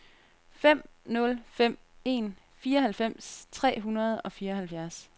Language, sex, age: Danish, female, 30